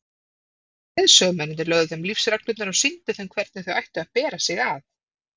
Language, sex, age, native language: Icelandic, female, 30-39, Icelandic